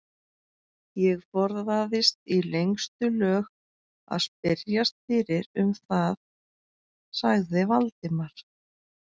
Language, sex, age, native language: Icelandic, female, 40-49, Icelandic